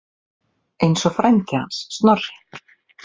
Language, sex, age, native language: Icelandic, female, 40-49, Icelandic